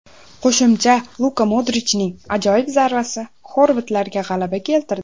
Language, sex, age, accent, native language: Uzbek, female, under 19, Andijon, Uzbek